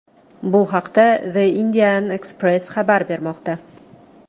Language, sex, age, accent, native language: Uzbek, female, 25-34, Toshkent shahri, Uzbek